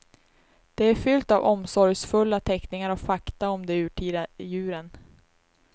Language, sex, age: Swedish, female, 19